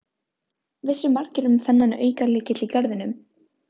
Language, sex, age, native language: Icelandic, female, 13, Filipino